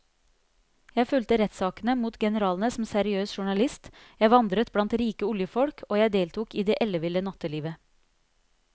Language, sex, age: Norwegian, female, 30